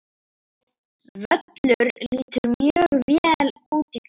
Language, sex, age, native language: Icelandic, female, 10, Icelandic